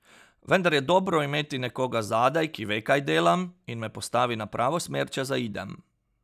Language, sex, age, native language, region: Slovenian, male, 30-49, Slovenian, Pomurje region